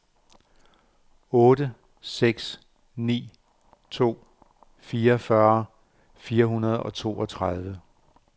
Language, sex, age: Danish, male, 58